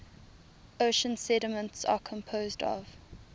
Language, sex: English, female